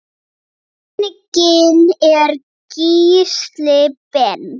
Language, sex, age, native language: Icelandic, female, 9, Icelandic